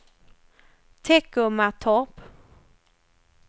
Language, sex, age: Swedish, female, 21